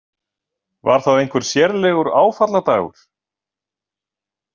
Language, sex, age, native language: Icelandic, male, 40-49, Icelandic